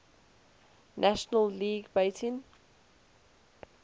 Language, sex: English, female